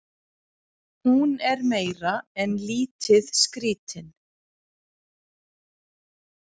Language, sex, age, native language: Icelandic, female, 11, Icelandic